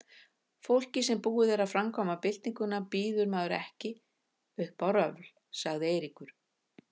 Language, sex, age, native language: Icelandic, female, 50-59, Icelandic